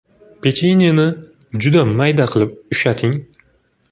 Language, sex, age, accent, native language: Uzbek, male, 25-34, Farg'ona, Uzbek